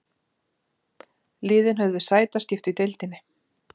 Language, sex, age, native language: Icelandic, female, 40-49, Icelandic